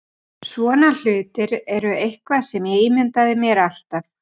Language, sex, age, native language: Icelandic, female, 40-49, Icelandic